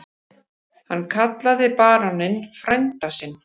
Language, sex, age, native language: Icelandic, female, 50-59, Icelandic